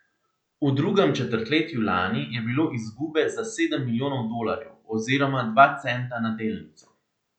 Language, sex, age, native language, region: Slovenian, male, 18-29, Slovenian, Central Slovenia